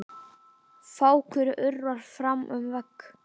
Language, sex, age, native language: Icelandic, male, 9, Icelandic